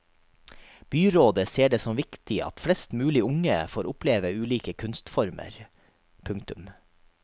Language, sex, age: Norwegian, male, 43